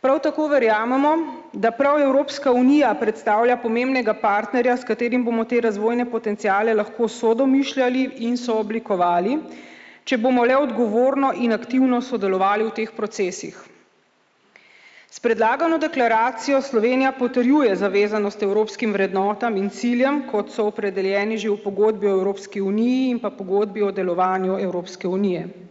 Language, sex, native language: Slovenian, female, Slovenian